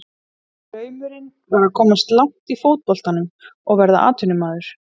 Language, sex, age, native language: Icelandic, female, 30-39, Icelandic